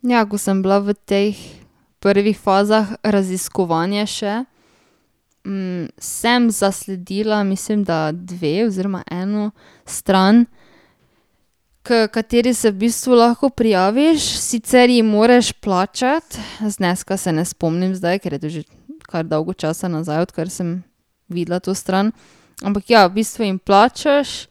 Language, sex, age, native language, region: Slovenian, female, 18-29, Slovenian, Drava region